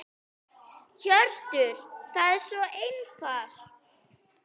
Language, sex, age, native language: Icelandic, female, 8, Icelandic